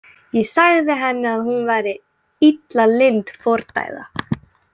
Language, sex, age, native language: Icelandic, female, 18-19, Icelandic